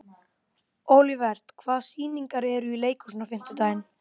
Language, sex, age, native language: Icelandic, female, 12, Icelandic